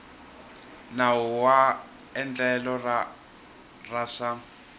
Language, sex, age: Tsonga, male, 21